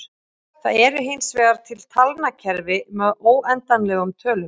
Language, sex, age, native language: Icelandic, female, 30-39, Icelandic